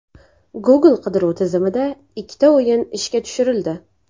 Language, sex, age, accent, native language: Uzbek, female, 18-24, Navoiy, Uzbek